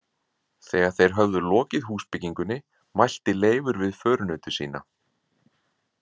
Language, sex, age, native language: Icelandic, male, 40-49, Icelandic